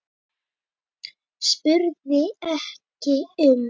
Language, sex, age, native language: Icelandic, female, 9, Icelandic